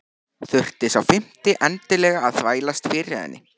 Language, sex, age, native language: Icelandic, male, 14, Icelandic